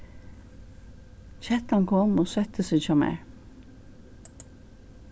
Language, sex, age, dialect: Faroese, female, 61+, Suðurstreymoy